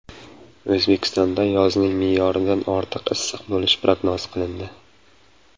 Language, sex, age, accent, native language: Uzbek, male, 25-34, Samarqand, Uzbek